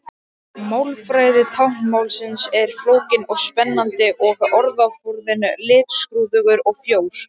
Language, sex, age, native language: Icelandic, male, 18-19, Icelandic